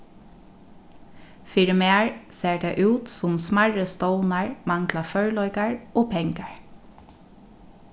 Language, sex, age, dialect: Faroese, female, 36-60, Norðurstreymoy/Eysturoy